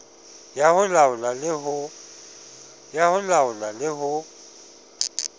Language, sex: Southern Sotho, male